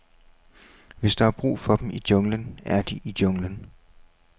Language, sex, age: Danish, male, 21